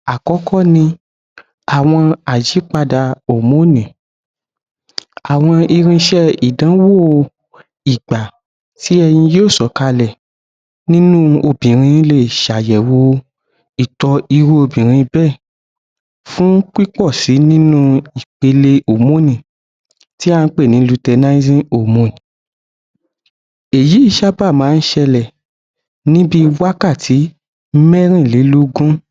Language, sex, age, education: Yoruba, male, 15-29, tertiary